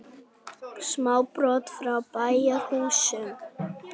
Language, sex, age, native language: Icelandic, female, 18-19, Icelandic